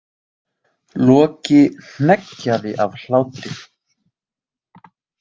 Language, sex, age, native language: Icelandic, male, 20-29, Icelandic